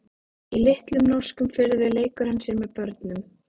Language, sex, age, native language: Icelandic, female, 18-19, Icelandic